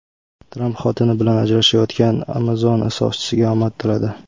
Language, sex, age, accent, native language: Uzbek, male, 18-24, Toshkent viloyati, Uzbek